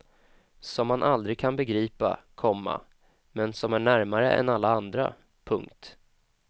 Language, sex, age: Swedish, male, 25